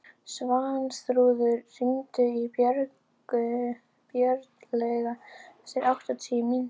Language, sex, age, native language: Icelandic, female, 11, Icelandic